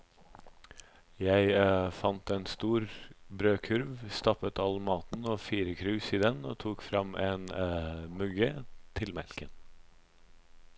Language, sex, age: Norwegian, male, 26